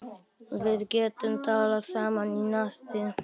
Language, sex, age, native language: Icelandic, male, 12, Icelandic